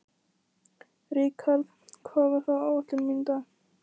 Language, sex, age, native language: Icelandic, female, 14, Icelandic